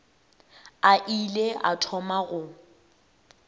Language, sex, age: Northern Sotho, female, 18